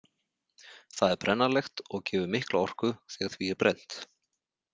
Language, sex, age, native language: Icelandic, male, 40-49, Icelandic